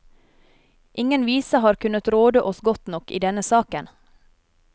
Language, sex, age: Norwegian, female, 30